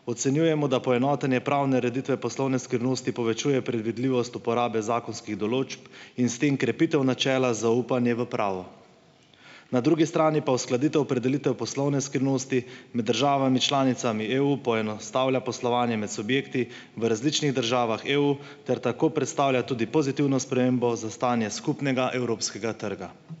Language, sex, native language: Slovenian, male, Slovenian